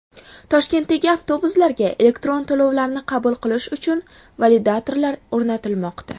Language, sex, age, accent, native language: Uzbek, female, 19-29, Farg'ona, Uzbek